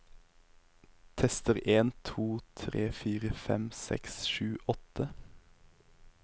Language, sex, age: Norwegian, male, 23